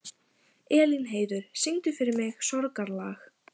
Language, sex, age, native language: Icelandic, female, 15, Icelandic